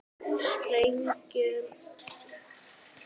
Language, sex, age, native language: Icelandic, female, 18-19, Icelandic